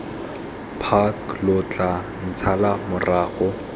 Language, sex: Tswana, male